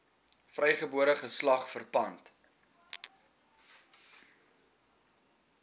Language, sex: Afrikaans, male